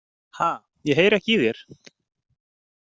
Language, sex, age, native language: Icelandic, male, 20-29, Icelandic